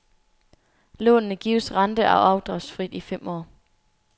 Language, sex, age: Danish, female, 24